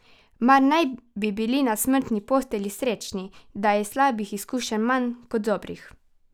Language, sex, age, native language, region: Slovenian, female, 12-17, Slovenian, Carinthia region